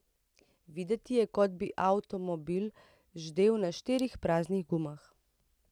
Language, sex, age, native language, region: Slovenian, female, 30-49, Slovenian, Central Slovenia